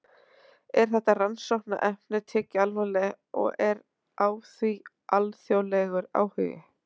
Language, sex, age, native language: Icelandic, female, 30-39, Icelandic